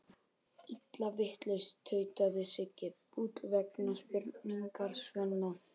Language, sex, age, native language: Icelandic, male, 12, Icelandic